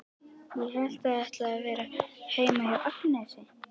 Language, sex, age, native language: Icelandic, female, 11, Icelandic